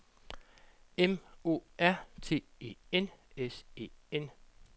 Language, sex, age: Danish, male, 47